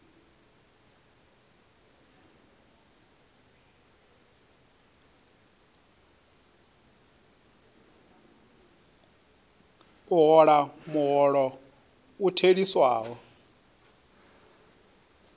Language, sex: Venda, male